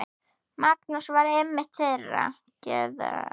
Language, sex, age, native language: Icelandic, female, 9, Icelandic